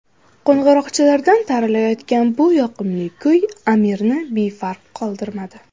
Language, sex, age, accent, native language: Uzbek, female, under 19, Samarqand, Uzbek